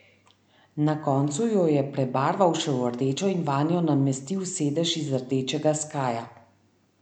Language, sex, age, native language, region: Slovenian, female, 30-49, Slovenian, Central Slovenia